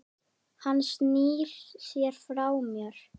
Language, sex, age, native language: Icelandic, male, 10, Icelandic